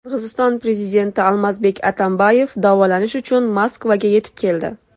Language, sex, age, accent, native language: Uzbek, female, 19-29, Andijon, Uzbek